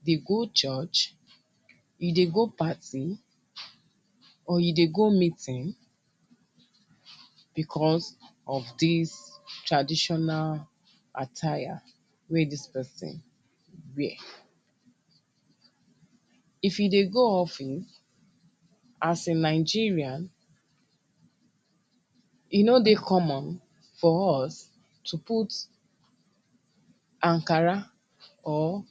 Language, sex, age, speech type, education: Nigerian Pidgin, female, 30-45, spontaneous, tertiary